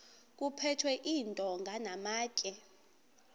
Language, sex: Xhosa, female